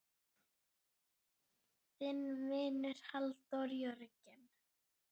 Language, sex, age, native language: Icelandic, male, 9, Icelandic